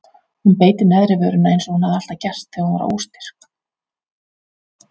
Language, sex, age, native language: Icelandic, female, 40-49, Icelandic